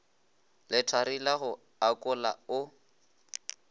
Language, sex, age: Northern Sotho, male, 20